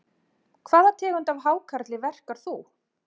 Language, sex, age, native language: Icelandic, female, 40-49, Icelandic